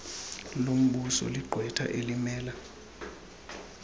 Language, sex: Xhosa, female